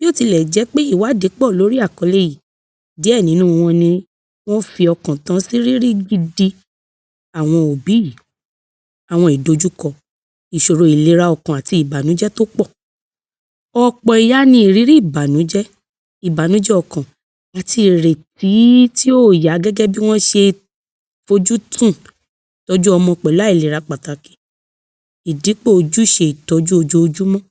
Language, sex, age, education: Yoruba, male, 46-60, tertiary